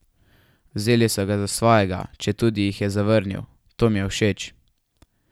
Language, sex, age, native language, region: Slovenian, male, 12-17, Slovenian, Savinja region